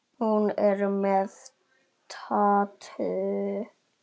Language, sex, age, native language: Icelandic, male, 9, Icelandic